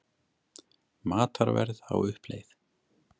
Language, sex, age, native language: Icelandic, male, 30-39, Icelandic